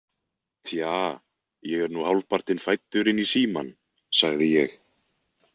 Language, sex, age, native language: Icelandic, male, 20-29, Icelandic